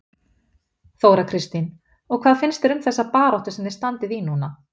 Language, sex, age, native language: Icelandic, female, 50-59, Icelandic